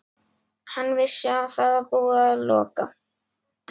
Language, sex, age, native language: Icelandic, female, 11, Icelandic